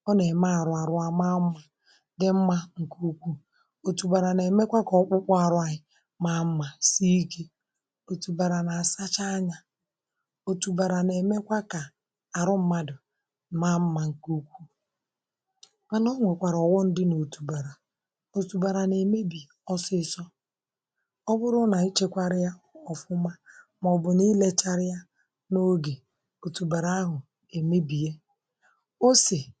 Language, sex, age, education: Igbo, female, 46-60, tertiary